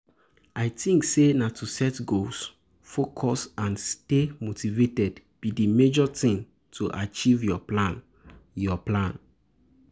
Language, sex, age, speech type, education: Nigerian Pidgin, male, 15-29, spontaneous, tertiary